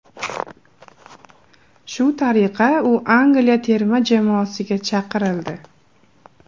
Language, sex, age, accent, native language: Uzbek, female, 18-24, Andijon, Uzbek